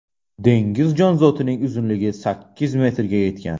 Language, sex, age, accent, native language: Uzbek, male, 18-24, Samarqand, Uzbek